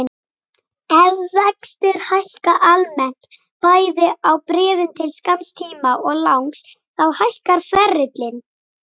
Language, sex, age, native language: Icelandic, female, 18-19, Icelandic